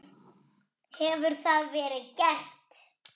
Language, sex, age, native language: Icelandic, female, 6, Icelandic